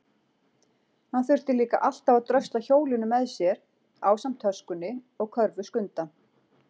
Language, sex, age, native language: Icelandic, female, 40-49, Icelandic